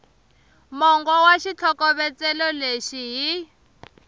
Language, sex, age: Tsonga, female, 23